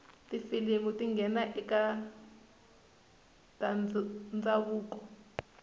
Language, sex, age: Tsonga, female, 19